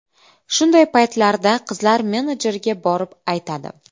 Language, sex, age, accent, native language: Uzbek, female, 25-34, Qashqadaryo, Uzbek